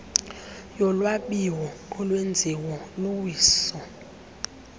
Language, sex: Xhosa, female